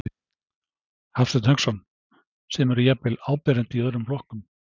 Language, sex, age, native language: Icelandic, male, 60-69, Icelandic